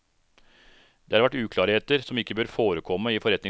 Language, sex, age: Norwegian, male, 36